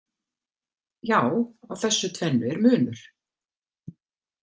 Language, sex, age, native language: Icelandic, female, 50-59, Icelandic